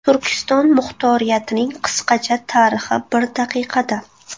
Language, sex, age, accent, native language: Uzbek, female, 18-24, Buxoro, Uzbek